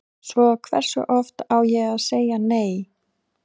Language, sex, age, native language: Icelandic, female, 30-39, Icelandic